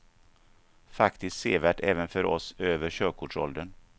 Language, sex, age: Swedish, male, 49